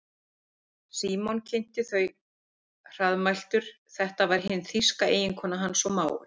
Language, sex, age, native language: Icelandic, female, 40-49, Icelandic